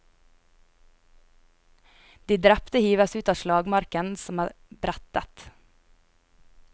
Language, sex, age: Norwegian, female, 22